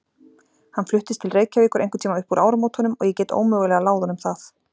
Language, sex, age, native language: Icelandic, female, 40-49, Icelandic